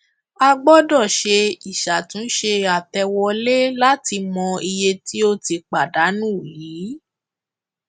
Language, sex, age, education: Yoruba, female, 15-29, tertiary